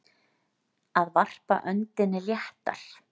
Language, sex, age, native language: Icelandic, female, 40-49, Icelandic